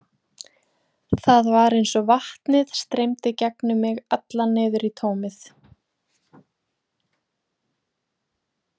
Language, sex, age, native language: Icelandic, female, 20-29, Icelandic